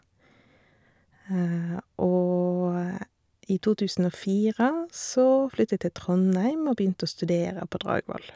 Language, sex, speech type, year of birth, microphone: Norwegian, female, spontaneous, 1984, Shure